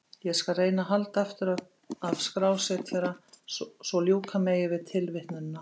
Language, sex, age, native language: Icelandic, female, 50-59, Icelandic